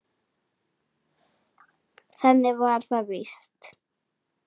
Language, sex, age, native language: Icelandic, female, 9, Icelandic